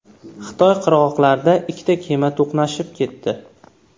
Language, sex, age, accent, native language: Uzbek, male, 18-24, Farg'ona, Uzbek